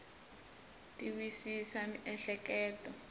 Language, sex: Tsonga, male